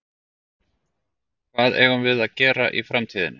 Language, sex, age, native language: Icelandic, male, 40-49, Icelandic